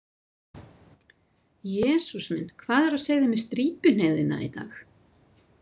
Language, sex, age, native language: Icelandic, female, 50-59, Icelandic